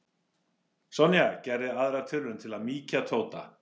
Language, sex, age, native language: Icelandic, male, 18-19, English